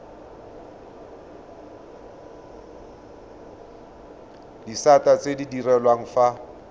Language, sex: Tswana, male